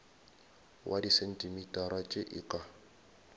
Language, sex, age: Northern Sotho, male, 22